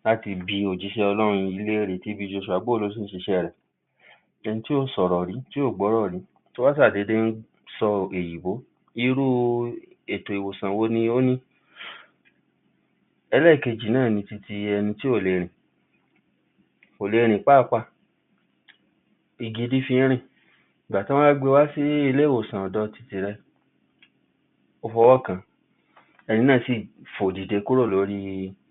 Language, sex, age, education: Yoruba, male, 46-60, tertiary